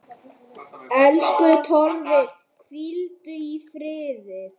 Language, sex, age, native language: Icelandic, male, 8, Icelandic